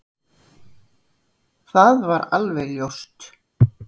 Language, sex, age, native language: Icelandic, female, 60-69, Icelandic